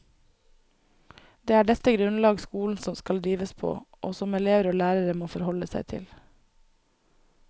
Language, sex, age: Norwegian, female, 24